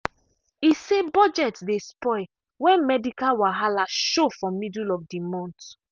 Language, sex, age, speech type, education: Nigerian Pidgin, female, 15-29, spontaneous, tertiary